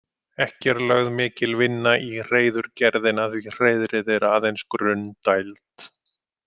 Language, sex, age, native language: Icelandic, male, 50-59, Icelandic